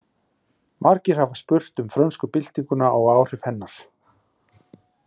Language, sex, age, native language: Icelandic, male, 40-49, Icelandic